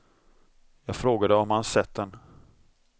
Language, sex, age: Swedish, male, 26